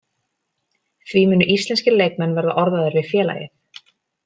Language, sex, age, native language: Icelandic, female, 30-39, Icelandic